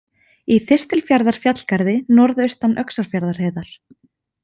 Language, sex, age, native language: Icelandic, female, 20-29, Icelandic